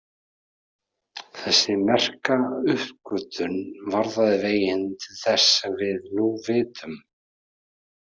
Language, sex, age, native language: Icelandic, male, 30-39, Icelandic